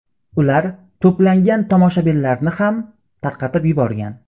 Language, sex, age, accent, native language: Uzbek, male, 18-24, Qashqadaryo, Uzbek